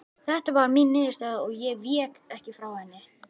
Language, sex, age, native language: Icelandic, male, 11, Icelandic